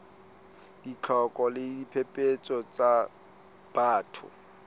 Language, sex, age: Southern Sotho, male, 35